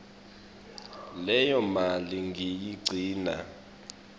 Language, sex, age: Swati, male, 24